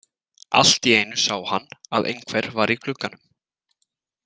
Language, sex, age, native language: Icelandic, male, 20-29, Icelandic